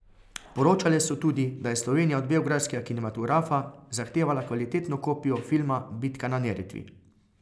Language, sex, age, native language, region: Slovenian, male, 30-49, Slovenian, Carinthia region